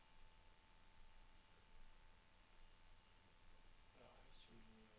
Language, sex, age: Norwegian, male, 36